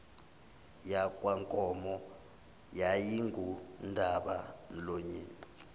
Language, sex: Zulu, male